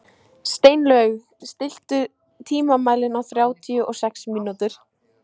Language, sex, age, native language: Icelandic, female, 14, Icelandic